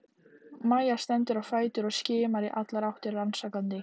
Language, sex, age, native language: Icelandic, female, 18-19, Icelandic